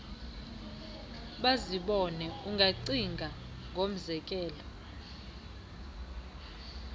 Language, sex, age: Xhosa, female, 20